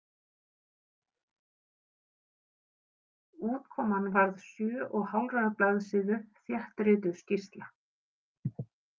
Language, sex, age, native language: Icelandic, female, 50-59, Icelandic